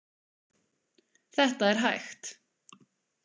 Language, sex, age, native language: Icelandic, female, 20-29, Icelandic